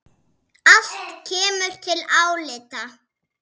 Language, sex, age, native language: Icelandic, female, 6, Icelandic